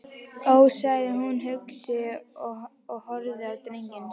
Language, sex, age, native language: Icelandic, female, 11, Icelandic